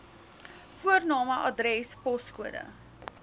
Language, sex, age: Afrikaans, female, 19